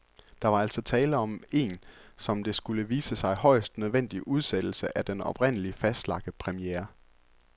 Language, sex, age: Danish, male, 24